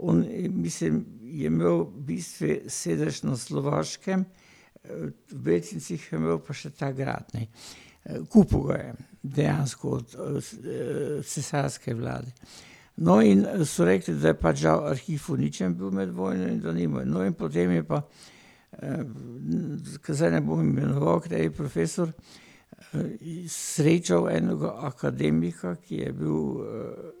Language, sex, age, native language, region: Slovenian, male, 60+, Slovenian, Pomurje region